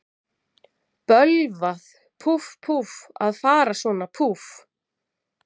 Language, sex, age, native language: Icelandic, female, 40-49, Icelandic